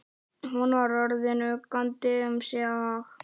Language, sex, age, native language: Icelandic, male, 11, Icelandic